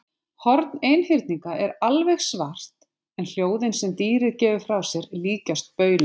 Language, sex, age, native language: Icelandic, female, 50-59, Icelandic